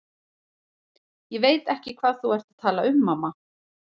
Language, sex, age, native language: Icelandic, female, 40-49, Icelandic